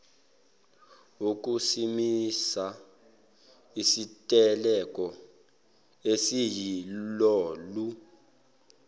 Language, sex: Zulu, male